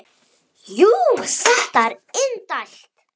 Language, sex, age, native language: Icelandic, female, 9, Icelandic